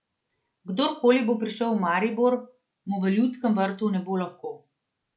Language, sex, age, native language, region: Slovenian, female, 30-49, Slovenian, Central Slovenia